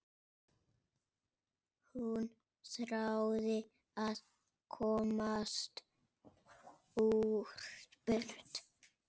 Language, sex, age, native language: Icelandic, male, 6, Icelandic